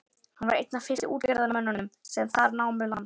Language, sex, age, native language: Icelandic, male, 11, Icelandic